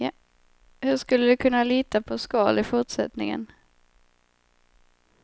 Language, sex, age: Swedish, female, 25